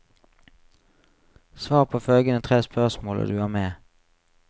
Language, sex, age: Norwegian, male, 35